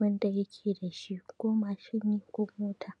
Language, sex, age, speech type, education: Hausa, female, 15-29, spontaneous, secondary